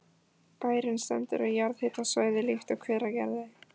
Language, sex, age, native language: Icelandic, female, 14, Icelandic